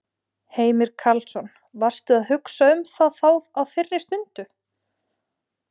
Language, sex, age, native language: Icelandic, female, 20-29, Icelandic